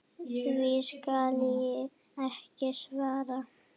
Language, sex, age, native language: Icelandic, female, 8, Icelandic